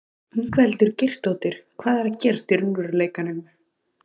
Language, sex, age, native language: Icelandic, male, 18-19, Icelandic